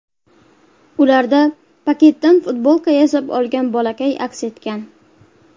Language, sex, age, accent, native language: Uzbek, female, 19-29, Buxoro, Uzbek